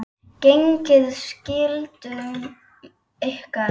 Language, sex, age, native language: Icelandic, female, 8, Icelandic